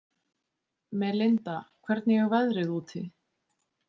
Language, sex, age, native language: Icelandic, female, 20-29, Icelandic